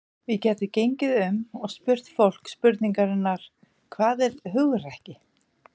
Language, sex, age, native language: Icelandic, female, 50-59, Icelandic